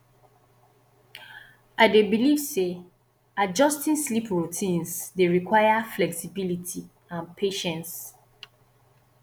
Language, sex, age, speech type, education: Nigerian Pidgin, female, 15-29, spontaneous, tertiary